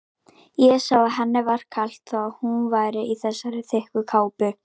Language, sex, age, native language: Icelandic, female, 18-19, Icelandic